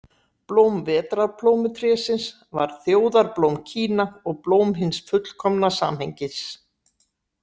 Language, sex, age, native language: Icelandic, female, 60-69, Icelandic